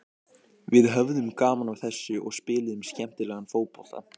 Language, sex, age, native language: Icelandic, male, 18-19, Icelandic